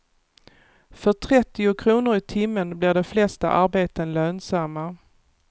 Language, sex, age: Swedish, female, 48